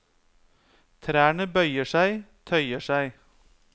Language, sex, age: Norwegian, male, 30